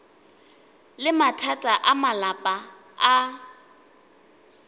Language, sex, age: Northern Sotho, female, 20